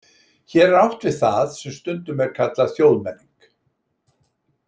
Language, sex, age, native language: Icelandic, male, 60-69, Icelandic